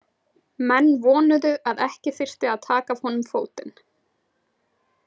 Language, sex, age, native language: Icelandic, female, 20-29, Icelandic